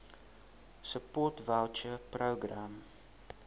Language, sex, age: Afrikaans, male, 19